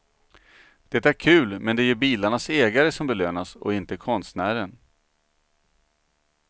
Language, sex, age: Swedish, male, 39